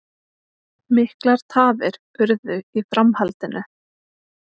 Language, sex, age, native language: Icelandic, female, 20-29, Icelandic